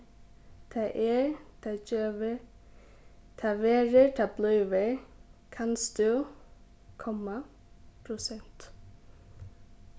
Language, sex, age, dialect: Faroese, female, 15-35, Suðurstreymoy